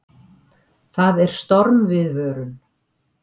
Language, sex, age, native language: Icelandic, female, 70-79, Icelandic